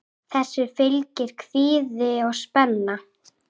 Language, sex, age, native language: Icelandic, female, 8, Icelandic